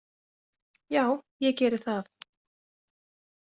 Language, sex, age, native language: Icelandic, female, 20-29, Icelandic